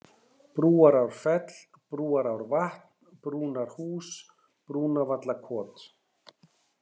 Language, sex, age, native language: Icelandic, male, 60-69, Icelandic